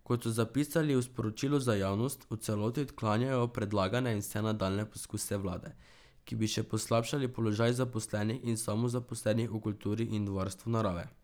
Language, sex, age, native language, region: Slovenian, male, 12-17, Slovenian, Drava region